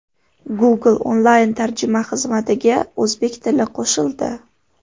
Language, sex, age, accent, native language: Uzbek, female, 18-24, Farg'ona, Uzbek